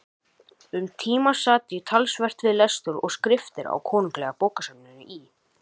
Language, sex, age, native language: Icelandic, male, 18-19, Icelandic